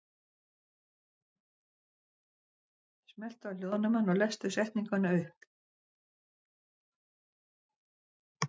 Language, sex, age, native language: Icelandic, other, 60-69, Icelandic